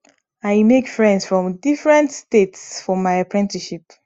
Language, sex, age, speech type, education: Nigerian Pidgin, female, 15-29, spontaneous, tertiary